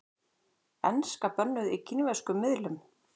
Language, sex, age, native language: Icelandic, female, 40-49, Icelandic